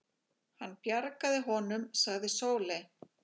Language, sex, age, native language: Icelandic, female, 40-49, Icelandic